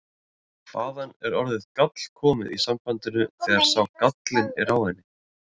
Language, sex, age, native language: Icelandic, male, 30-39, Icelandic